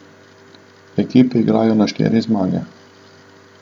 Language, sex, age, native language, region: Slovenian, male, 30-49, Slovenian, Southeast Slovenia